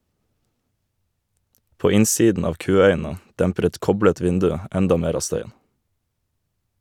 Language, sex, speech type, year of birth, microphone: Norwegian, male, read, 1991, Shure